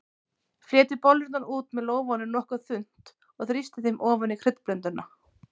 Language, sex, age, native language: Icelandic, female, 30-39, Icelandic